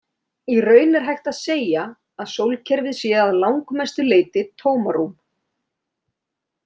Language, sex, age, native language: Icelandic, female, 30-39, Icelandic